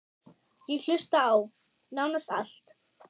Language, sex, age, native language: Icelandic, male, 6, German